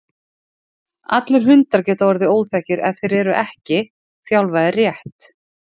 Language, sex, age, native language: Icelandic, female, 40-49, Icelandic